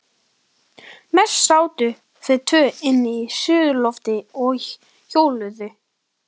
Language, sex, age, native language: Icelandic, male, 12, Icelandic